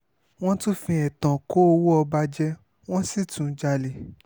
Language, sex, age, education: Yoruba, male, 15-29, tertiary